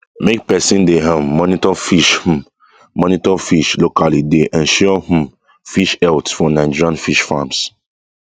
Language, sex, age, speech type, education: Nigerian Pidgin, male, 15-29, spontaneous, tertiary